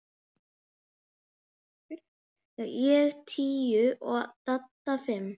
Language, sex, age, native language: Icelandic, male, 8, Icelandic